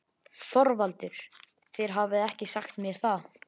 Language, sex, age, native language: Icelandic, male, 11, Icelandic